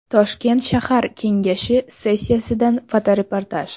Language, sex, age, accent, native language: Uzbek, female, 18-24, Toshkent shahri, Uzbek